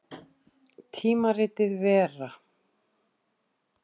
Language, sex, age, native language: Icelandic, female, 60-69, Icelandic